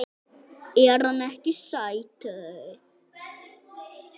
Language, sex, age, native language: Icelandic, male, 8, Icelandic